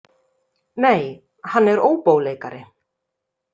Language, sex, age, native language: Icelandic, female, 30-39, Icelandic